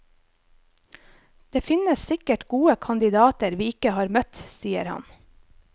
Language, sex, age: Norwegian, female, 25